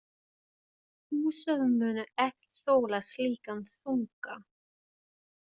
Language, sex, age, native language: Icelandic, female, 20-29, German